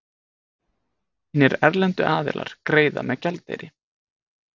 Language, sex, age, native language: Icelandic, male, 20-29, Icelandic